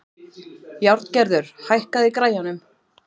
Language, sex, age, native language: Icelandic, female, 40-49, Icelandic